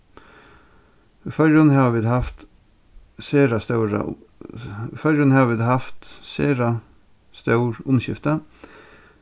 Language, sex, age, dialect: Faroese, male, 36-60, Norðurstreymoy/Eysturoy